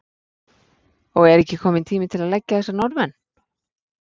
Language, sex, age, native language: Icelandic, female, 40-49, Icelandic